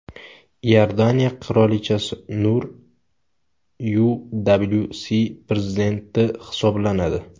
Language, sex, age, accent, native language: Uzbek, male, 18-24, Samarqand, Uzbek